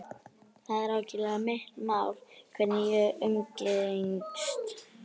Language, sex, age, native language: Icelandic, female, 11, Icelandic